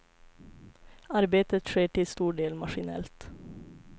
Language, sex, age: Swedish, female, 25